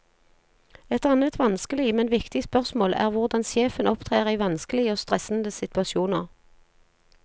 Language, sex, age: Norwegian, female, 40